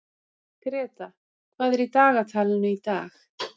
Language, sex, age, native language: Icelandic, female, 30-39, Icelandic